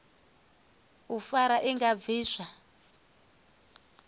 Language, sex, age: Venda, female, 24